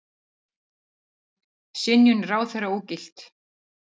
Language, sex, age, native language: Icelandic, female, 50-59, Icelandic